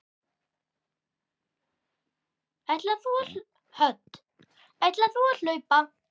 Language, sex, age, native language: Icelandic, male, 10, Icelandic